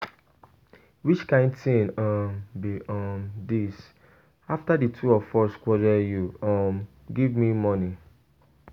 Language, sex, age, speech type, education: Nigerian Pidgin, male, 15-29, spontaneous, tertiary